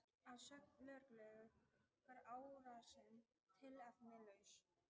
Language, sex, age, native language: Icelandic, female, 18-19, Icelandic